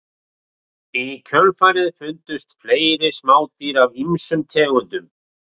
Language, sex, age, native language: Icelandic, male, 40-49, Icelandic